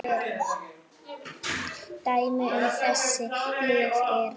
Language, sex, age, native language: Icelandic, female, 8, Icelandic